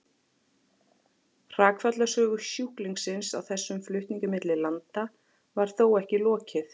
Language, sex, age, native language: Icelandic, female, 40-49, Icelandic